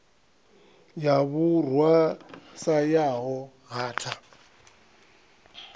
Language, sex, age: Venda, male, 39